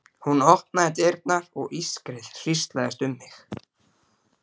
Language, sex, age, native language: Icelandic, male, 12, Icelandic